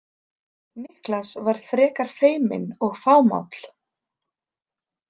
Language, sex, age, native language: Icelandic, female, 30-39, Icelandic